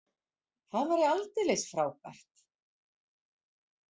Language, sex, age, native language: Icelandic, female, 40-49, Icelandic